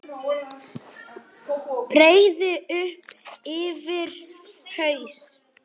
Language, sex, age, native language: Icelandic, male, 9, Icelandic